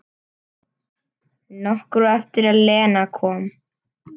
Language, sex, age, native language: Icelandic, male, 10, Icelandic